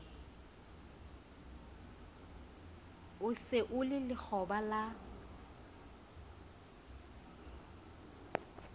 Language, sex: Southern Sotho, female